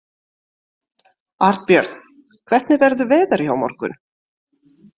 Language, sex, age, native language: Icelandic, female, 50-59, French